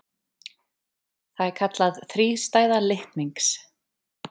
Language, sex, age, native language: Icelandic, female, 30-39, Icelandic